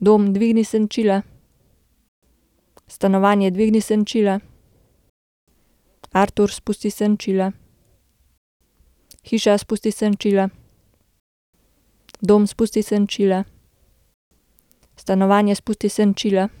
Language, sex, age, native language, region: Slovenian, female, 18-29, Slovenian, Gorenjska region